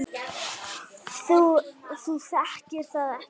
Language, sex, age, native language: Icelandic, female, 9, Icelandic